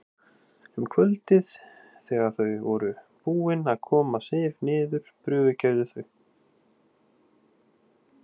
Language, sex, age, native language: Icelandic, male, 18-19, Icelandic